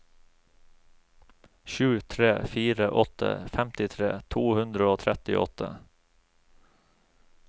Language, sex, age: Norwegian, male, 36